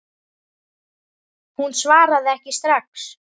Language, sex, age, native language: Icelandic, male, 10, Icelandic